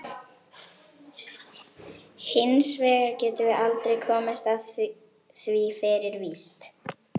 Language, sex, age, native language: Icelandic, female, 18-19, Icelandic